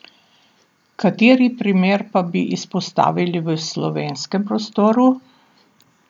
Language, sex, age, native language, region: Slovenian, female, 60+, Slovenian, Southeast Slovenia